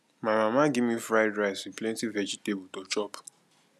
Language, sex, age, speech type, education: Nigerian Pidgin, male, 15-29, spontaneous, tertiary